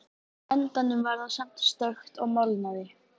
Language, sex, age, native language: Icelandic, female, 14, Icelandic